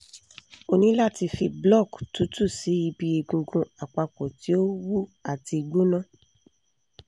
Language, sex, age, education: Yoruba, female, 15-29, tertiary